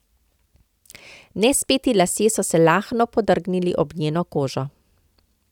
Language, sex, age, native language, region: Slovenian, female, 50-59, Slovenian, Central Slovenia